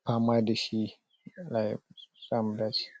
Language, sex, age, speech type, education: Hausa, male, 30-45, spontaneous, tertiary